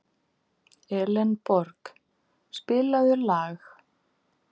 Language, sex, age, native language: Icelandic, female, 50-59, Icelandic